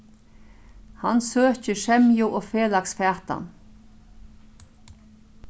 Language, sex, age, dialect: Faroese, female, 36-60, Norðurstreymoy/Eysturoy